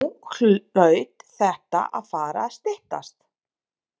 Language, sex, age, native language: Icelandic, female, 30-39, Serbo-Croatian